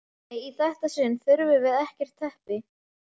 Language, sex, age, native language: Icelandic, male, 11, Icelandic